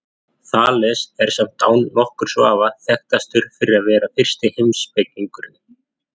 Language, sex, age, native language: Icelandic, male, 40-49, Icelandic